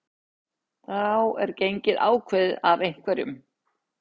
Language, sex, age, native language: Icelandic, female, 60-69, Icelandic